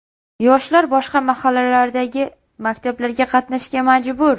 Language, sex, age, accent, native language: Uzbek, female, 18-24, Sirdaryo, Uzbek